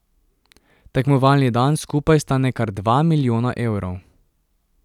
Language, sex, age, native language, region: Slovenian, male, 18-29, Slovenian, Drava region